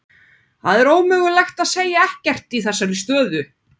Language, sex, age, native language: Icelandic, female, 30-39, Icelandic